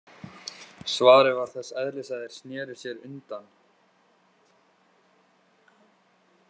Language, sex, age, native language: Icelandic, male, 12, Icelandic